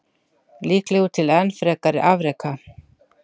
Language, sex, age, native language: Icelandic, female, 60-69, Icelandic